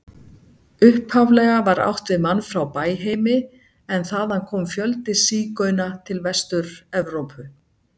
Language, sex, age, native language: Icelandic, female, 60-69, Icelandic